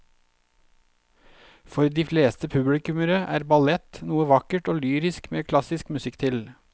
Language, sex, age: Norwegian, male, 32